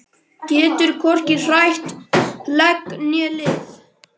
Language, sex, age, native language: Icelandic, male, 13, Icelandic